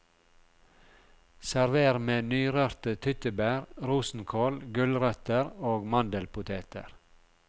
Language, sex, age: Norwegian, male, 42